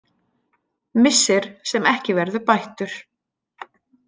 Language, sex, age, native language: Icelandic, female, 40-49, Icelandic